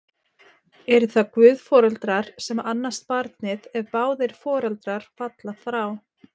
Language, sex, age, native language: Icelandic, female, 30-39, Icelandic